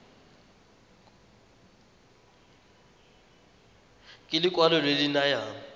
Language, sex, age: Tswana, male, 21